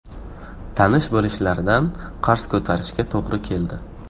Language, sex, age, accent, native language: Uzbek, male, 18-24, Farg'ona, Uzbek